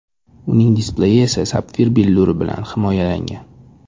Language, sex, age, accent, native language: Uzbek, male, 25-34, Toshkent shahri, Uzbek